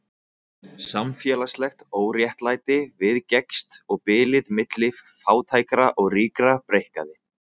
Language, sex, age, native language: Icelandic, male, 20-29, Icelandic